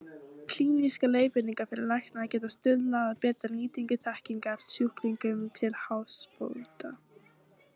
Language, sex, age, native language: Icelandic, female, 18-19, Icelandic